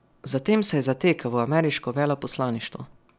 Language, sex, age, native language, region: Slovenian, male, 12-17, Slovenian, Savinja region